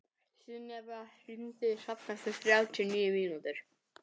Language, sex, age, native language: Icelandic, male, 18-19, English